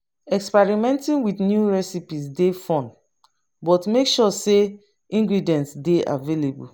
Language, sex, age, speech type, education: Nigerian Pidgin, female, 30-45, spontaneous, tertiary